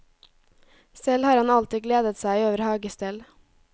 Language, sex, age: Norwegian, female, 18